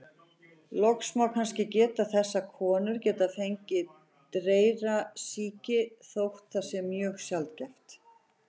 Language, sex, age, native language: Icelandic, female, 40-49, Icelandic